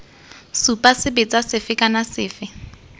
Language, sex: Tswana, female